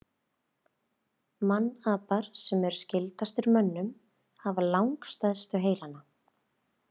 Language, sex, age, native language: Icelandic, female, 30-39, Icelandic